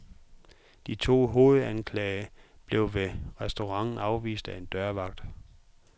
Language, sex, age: Danish, male, 44